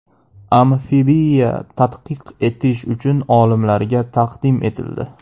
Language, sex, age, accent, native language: Uzbek, male, 18-24, Andijon, Uzbek